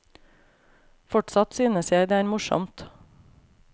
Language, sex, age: Norwegian, female, 28